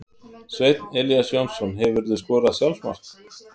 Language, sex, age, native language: Icelandic, male, 50-59, Icelandic